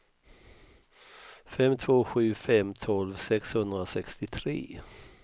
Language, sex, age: Swedish, male, 64